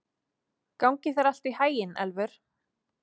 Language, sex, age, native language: Icelandic, female, 30-39, Icelandic